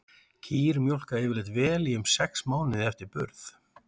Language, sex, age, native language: Icelandic, male, 40-49, Icelandic